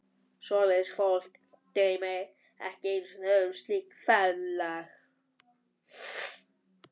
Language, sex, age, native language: Icelandic, male, 12, Icelandic